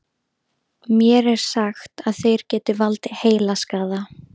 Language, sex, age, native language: Icelandic, female, 13, Icelandic